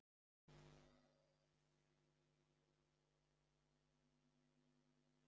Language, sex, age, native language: Icelandic, male, 50-59, Icelandic